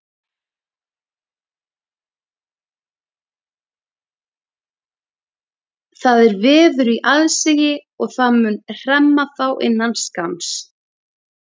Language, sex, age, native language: Icelandic, female, 30-39, Icelandic